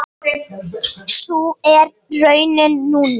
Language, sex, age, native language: Icelandic, female, 8, Icelandic